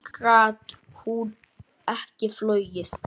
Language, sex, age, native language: Icelandic, male, 8, Icelandic